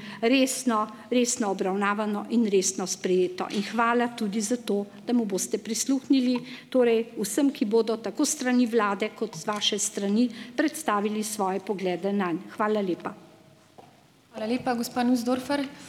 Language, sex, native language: Slovenian, female, Slovenian